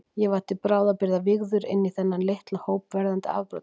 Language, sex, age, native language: Icelandic, female, 40-49, Icelandic